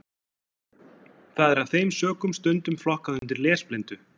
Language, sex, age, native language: Icelandic, male, 40-49, Icelandic